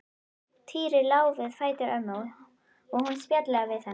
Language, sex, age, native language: Icelandic, female, 11, Icelandic